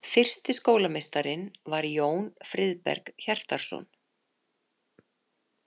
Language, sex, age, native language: Icelandic, female, 50-59, Icelandic